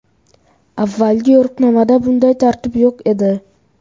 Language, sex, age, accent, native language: Uzbek, male, 12-17, Farg'ona, Uzbek